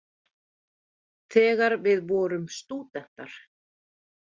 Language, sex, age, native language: Icelandic, female, 30-39, Icelandic